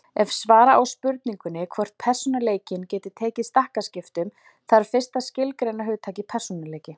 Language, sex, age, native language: Icelandic, female, 40-49, Icelandic